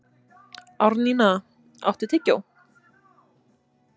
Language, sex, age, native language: Icelandic, female, 20-29, Icelandic